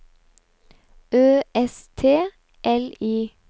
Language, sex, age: Norwegian, female, 29